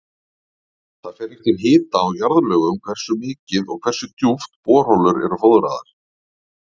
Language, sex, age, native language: Icelandic, male, 40-49, Icelandic